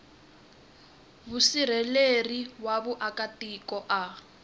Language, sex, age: Tsonga, female, 20